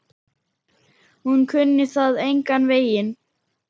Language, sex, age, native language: Icelandic, male, 10, Icelandic